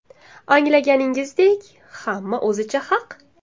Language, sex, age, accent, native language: Uzbek, female, 19-29, Samarqand, Uzbek